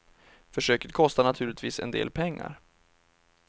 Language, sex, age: Swedish, male, 31